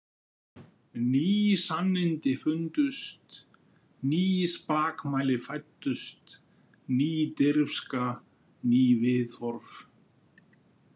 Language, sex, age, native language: Icelandic, male, 50-59, Icelandic